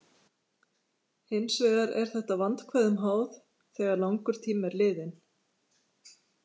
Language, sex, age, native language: Icelandic, female, 50-59, Icelandic